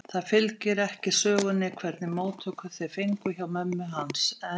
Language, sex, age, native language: Icelandic, female, 50-59, Icelandic